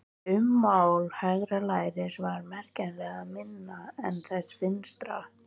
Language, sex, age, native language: Icelandic, female, 13, Icelandic